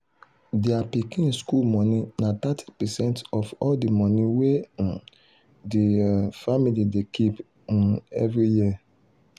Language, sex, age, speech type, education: Nigerian Pidgin, male, 30-45, spontaneous, secondary